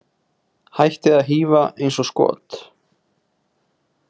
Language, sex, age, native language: Icelandic, male, 20-29, Icelandic